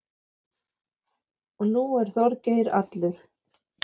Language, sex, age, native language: Icelandic, female, 9, Icelandic